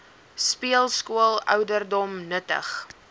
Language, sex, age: Afrikaans, female, 19